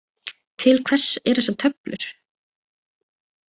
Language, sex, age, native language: Icelandic, female, 18-19, Icelandic